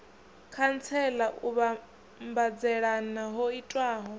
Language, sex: Venda, male